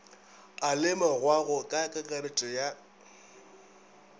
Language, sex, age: Northern Sotho, male, 22